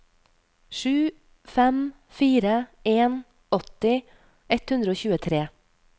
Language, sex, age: Norwegian, female, 31